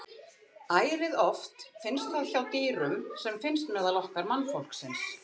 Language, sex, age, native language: Icelandic, female, 50-59, Icelandic